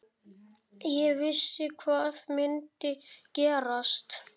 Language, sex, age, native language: Icelandic, male, 9, Icelandic